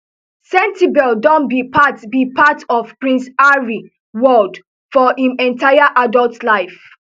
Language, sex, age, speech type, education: Nigerian Pidgin, female, 15-29, spontaneous, tertiary